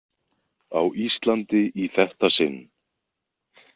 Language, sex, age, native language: Icelandic, male, 20-29, Icelandic